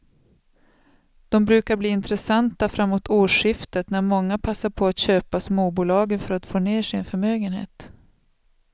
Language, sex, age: Swedish, female, 36